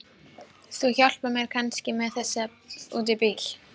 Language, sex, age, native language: Icelandic, female, 12, Icelandic